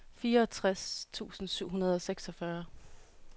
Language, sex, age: Danish, female, 31